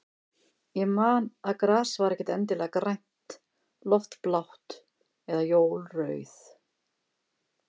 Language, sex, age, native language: Icelandic, female, 50-59, Icelandic